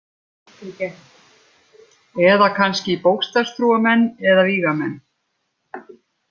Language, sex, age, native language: Icelandic, female, 50-59, Icelandic